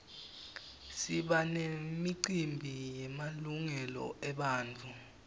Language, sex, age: Swati, male, 18